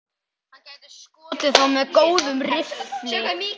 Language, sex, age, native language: Icelandic, male, 11, Icelandic